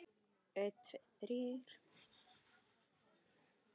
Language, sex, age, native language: Icelandic, male, 18-19, Icelandic